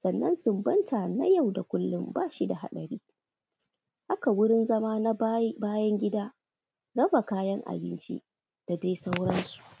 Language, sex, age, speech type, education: Hausa, female, 15-29, spontaneous, tertiary